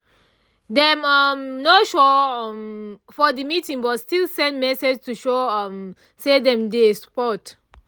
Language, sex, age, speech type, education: Nigerian Pidgin, female, 30-45, spontaneous, tertiary